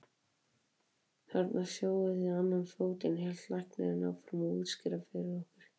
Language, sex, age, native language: Icelandic, male, 18-19, Icelandic